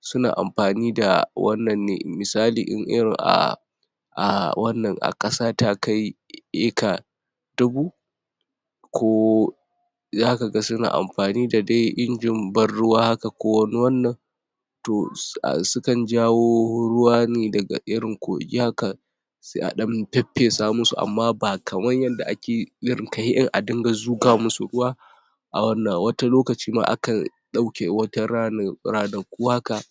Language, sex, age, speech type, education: Hausa, male, 46-60, spontaneous, tertiary